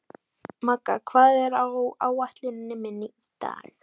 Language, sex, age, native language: Icelandic, female, 18-19, Icelandic